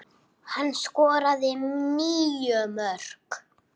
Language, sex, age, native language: Icelandic, male, 8, Icelandic